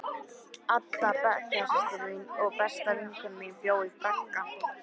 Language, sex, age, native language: Icelandic, female, 13, Icelandic